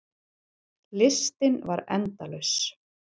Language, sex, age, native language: Icelandic, female, 40-49, Icelandic